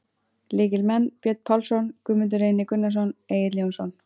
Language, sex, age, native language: Icelandic, female, 20-29, Icelandic